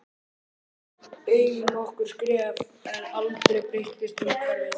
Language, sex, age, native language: Icelandic, male, 11, Icelandic